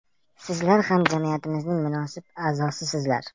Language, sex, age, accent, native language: Uzbek, male, 18-24, Farg'ona, Uzbek